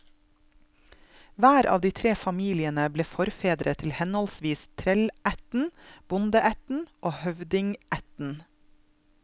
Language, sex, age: Norwegian, female, 32